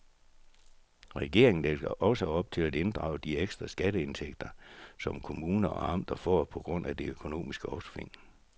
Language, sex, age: Danish, male, 64